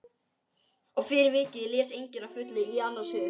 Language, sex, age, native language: Icelandic, male, 12, Icelandic